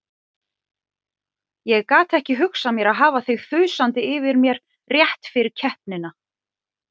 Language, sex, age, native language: Icelandic, female, 40-49, Icelandic